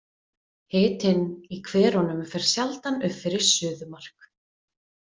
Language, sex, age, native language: Icelandic, female, 20-29, Icelandic